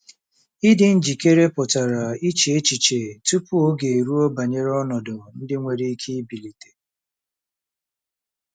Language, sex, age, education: Igbo, male, 30-45, tertiary